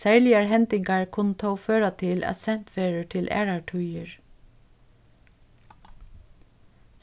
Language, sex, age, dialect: Faroese, female, 36-60, Suðurstreymoy